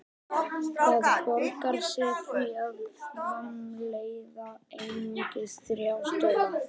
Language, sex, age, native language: Icelandic, female, 50-59, Icelandic